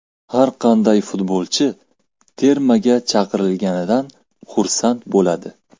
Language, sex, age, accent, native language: Uzbek, male, 18-24, Farg'ona, Uzbek